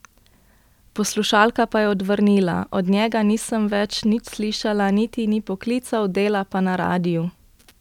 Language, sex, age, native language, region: Slovenian, female, 18-29, Slovenian, Central Slovenia